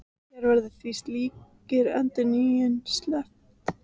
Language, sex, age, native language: Icelandic, female, 14, Icelandic